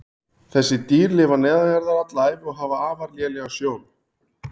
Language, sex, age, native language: Icelandic, male, 40-49, Icelandic